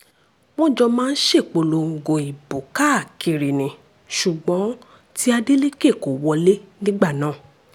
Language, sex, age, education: Yoruba, female, 15-29, tertiary